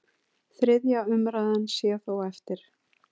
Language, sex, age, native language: Icelandic, female, 40-49, Icelandic